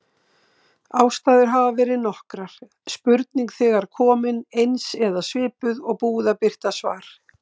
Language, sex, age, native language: Icelandic, female, 60-69, Icelandic